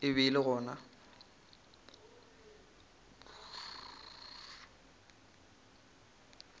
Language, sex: Northern Sotho, male